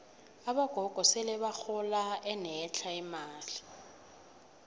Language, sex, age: South Ndebele, female, 18